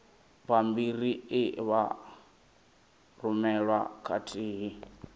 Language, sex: Venda, male